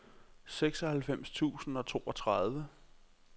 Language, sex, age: Danish, male, 26